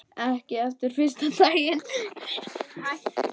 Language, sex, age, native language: Icelandic, male, 10, Icelandic